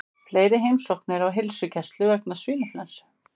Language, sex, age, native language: Icelandic, female, 50-59, Icelandic